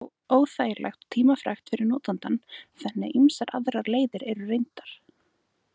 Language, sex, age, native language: Icelandic, female, 20-29, Icelandic